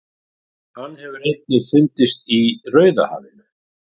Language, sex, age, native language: Icelandic, male, 40-49, Icelandic